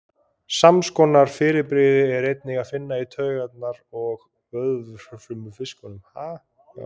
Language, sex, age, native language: Icelandic, male, 30-39, Icelandic